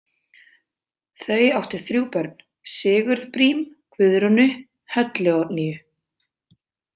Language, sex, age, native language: Icelandic, female, 20-29, Icelandic